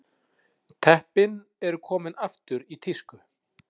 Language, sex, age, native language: Icelandic, male, 40-49, Icelandic